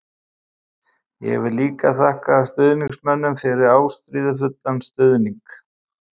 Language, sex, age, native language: Icelandic, male, 50-59, Icelandic